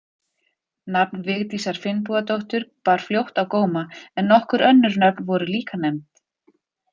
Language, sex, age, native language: Icelandic, female, 40-49, Icelandic